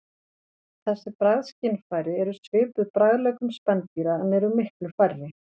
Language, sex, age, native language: Icelandic, female, 40-49, Icelandic